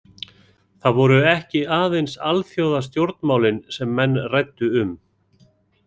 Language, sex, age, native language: Icelandic, male, 40-49, Icelandic